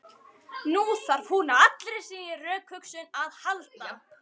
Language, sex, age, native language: Icelandic, female, 12, Icelandic